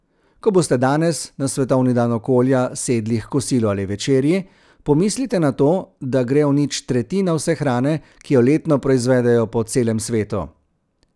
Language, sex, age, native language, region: Slovenian, male, 30-49, Slovenian, Central Slovenia